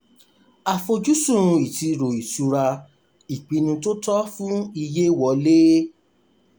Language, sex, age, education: Yoruba, male, 30-45, tertiary